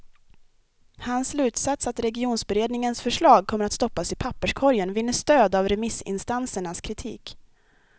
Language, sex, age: Swedish, female, 23